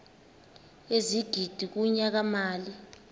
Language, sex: Xhosa, female